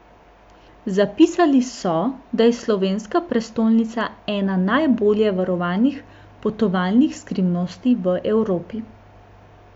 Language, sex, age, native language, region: Slovenian, female, 18-29, Slovenian, Central Slovenia